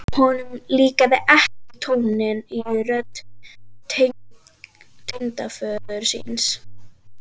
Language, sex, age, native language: Icelandic, female, 12, Icelandic